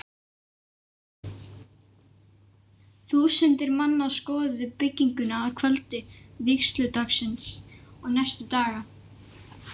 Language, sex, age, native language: Icelandic, male, 11, Icelandic